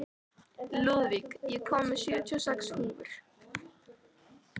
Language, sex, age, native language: Icelandic, female, 13, Icelandic